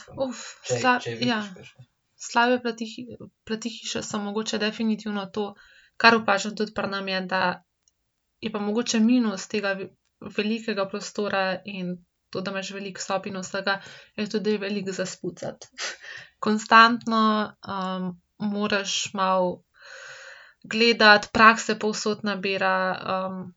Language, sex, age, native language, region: Slovenian, female, 18-29, Slovenian, Central Slovenia